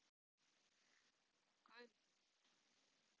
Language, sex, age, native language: Icelandic, female, 40-49, Icelandic